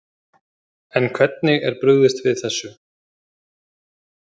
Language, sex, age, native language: Icelandic, male, 30-39, Icelandic